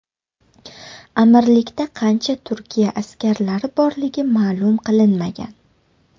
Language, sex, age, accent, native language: Uzbek, female, 18-24, Toshkent shahri, Uzbek